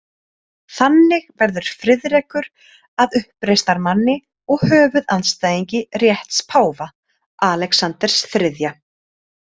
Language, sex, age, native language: Icelandic, female, 30-39, Icelandic